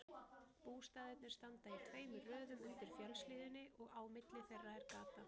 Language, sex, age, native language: Icelandic, female, 30-39, Icelandic